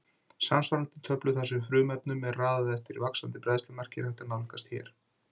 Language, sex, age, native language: Icelandic, male, 40-49, Icelandic